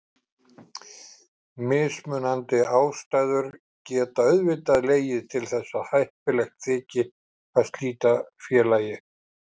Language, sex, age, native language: Icelandic, male, 50-59, Icelandic